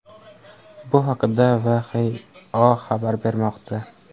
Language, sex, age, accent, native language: Uzbek, male, 18-24, Andijon, Uzbek